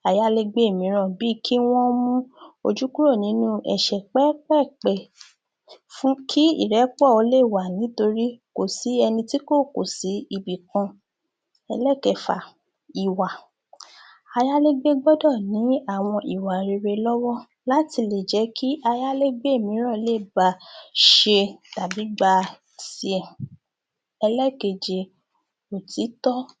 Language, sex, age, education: Yoruba, female, 30-45, tertiary